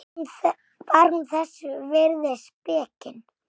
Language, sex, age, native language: Icelandic, female, 6, Icelandic